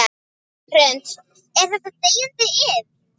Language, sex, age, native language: Icelandic, female, 10, Icelandic